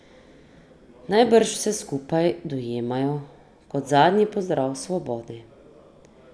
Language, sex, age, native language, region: Slovenian, female, 30-49, Slovenian, Drava region